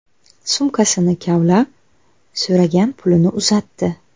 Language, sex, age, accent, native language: Uzbek, female, 19-29, Buxoro, Uzbek